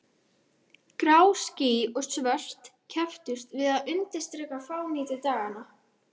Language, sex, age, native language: Icelandic, female, 12, Icelandic